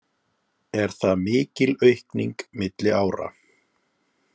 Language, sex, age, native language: Icelandic, male, 30-39, Icelandic